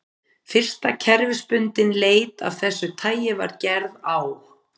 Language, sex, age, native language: Icelandic, female, 50-59, Icelandic